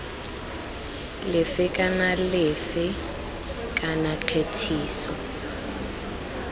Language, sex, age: Tswana, female, 20